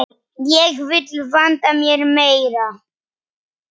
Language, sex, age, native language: Icelandic, female, 9, Polish